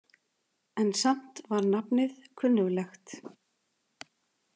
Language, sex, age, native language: Icelandic, female, 40-49, Icelandic